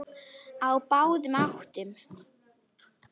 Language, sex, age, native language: Icelandic, female, 10, Icelandic